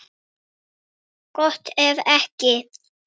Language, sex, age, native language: Icelandic, male, 9, Icelandic